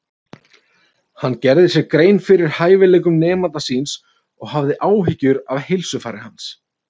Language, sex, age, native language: Icelandic, male, 30-39, Icelandic